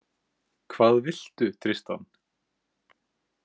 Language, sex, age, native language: Icelandic, male, 18-19, Icelandic